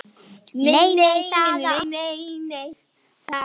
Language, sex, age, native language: Icelandic, female, 11, Icelandic